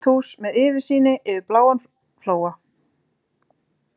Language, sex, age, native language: Icelandic, female, 20-29, Icelandic